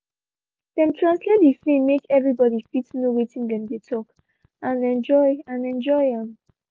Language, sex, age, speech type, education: Nigerian Pidgin, female, 15-29, spontaneous, tertiary